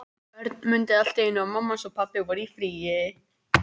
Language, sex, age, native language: Icelandic, female, 18-19, Icelandic